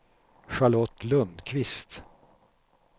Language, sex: Swedish, male